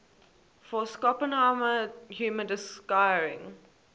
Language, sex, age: English, female, 18